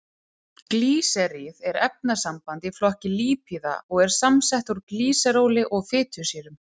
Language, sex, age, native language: Icelandic, female, 30-39, Icelandic